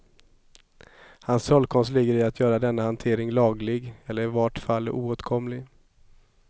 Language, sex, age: Swedish, male, 27